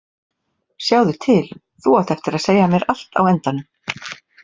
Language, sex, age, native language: Icelandic, female, 40-49, Icelandic